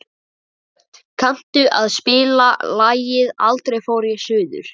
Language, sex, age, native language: Icelandic, male, 11, Icelandic